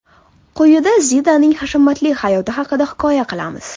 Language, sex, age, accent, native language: Uzbek, female, 19-29, Toshkent shahri, Uzbek